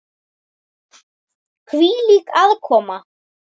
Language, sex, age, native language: Icelandic, male, 10, Icelandic